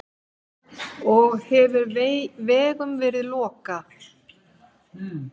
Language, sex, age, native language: Icelandic, female, 50-59, Icelandic